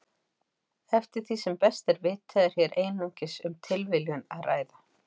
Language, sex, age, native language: Icelandic, female, 40-49, Icelandic